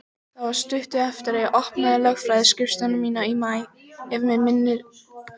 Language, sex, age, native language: Icelandic, female, 18-19, Icelandic